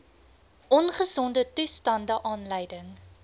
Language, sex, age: Afrikaans, female, 20